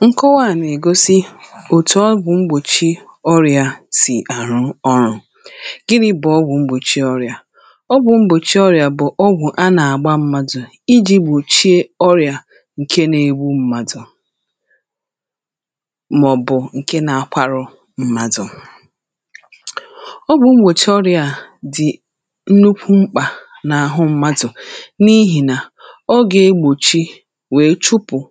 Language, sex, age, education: Igbo, female, 30-45, tertiary